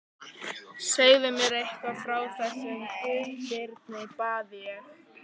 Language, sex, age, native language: Icelandic, female, 15, Icelandic